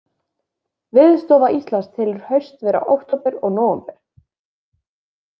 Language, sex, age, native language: Icelandic, female, 20-29, Icelandic